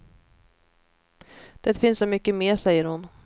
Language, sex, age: Swedish, female, 29